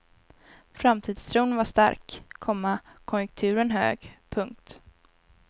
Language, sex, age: Swedish, female, 19